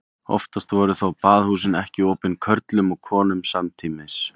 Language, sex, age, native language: Icelandic, male, 20-29, Icelandic